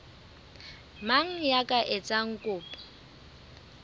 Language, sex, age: Southern Sotho, female, 24